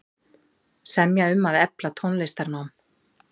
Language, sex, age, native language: Icelandic, female, 40-49, Icelandic